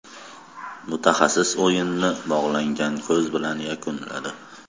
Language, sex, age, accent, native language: Uzbek, male, 25-34, Toshkent viloyati, Kazakh